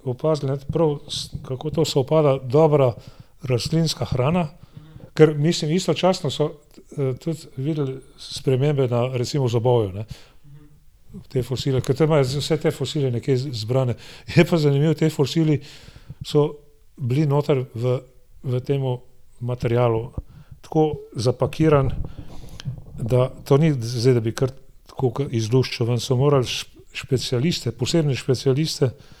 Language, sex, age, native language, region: Slovenian, male, 60+, Slovenian, Gorenjska region